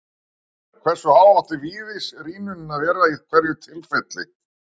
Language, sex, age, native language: Icelandic, male, 60-69, Icelandic